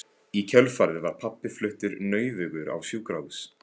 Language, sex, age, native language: Icelandic, male, 15, Icelandic